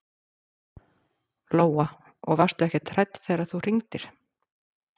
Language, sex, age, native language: Icelandic, female, 40-49, Icelandic